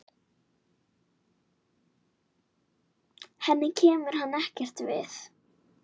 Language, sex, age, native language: Icelandic, female, 9, Icelandic